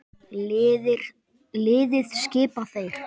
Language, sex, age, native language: Icelandic, male, 10, Icelandic